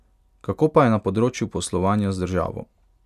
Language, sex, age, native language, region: Slovenian, male, 18-29, Hungarian, Pomurje region